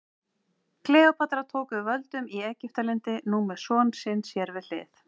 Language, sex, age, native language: Icelandic, female, 40-49, Icelandic